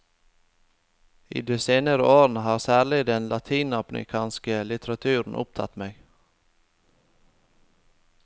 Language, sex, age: Norwegian, male, 25